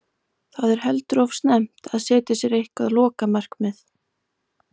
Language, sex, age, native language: Icelandic, female, 20-29, Icelandic